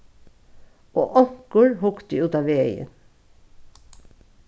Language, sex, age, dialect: Faroese, female, 36-60, Norðuroyggjar